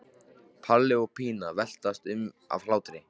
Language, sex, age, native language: Icelandic, male, 13, Icelandic